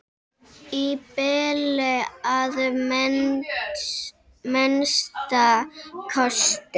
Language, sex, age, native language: Icelandic, female, 7, Icelandic